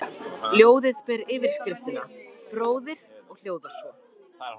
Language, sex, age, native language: Icelandic, male, 14, Icelandic